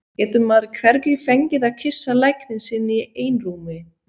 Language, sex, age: Icelandic, female, 40-49